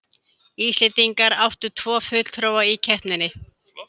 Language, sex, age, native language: Icelandic, female, 70-79, Icelandic